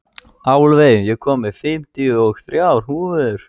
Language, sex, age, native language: Icelandic, male, 14, Icelandic